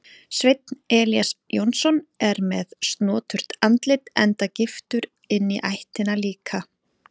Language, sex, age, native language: Icelandic, female, 40-49, Icelandic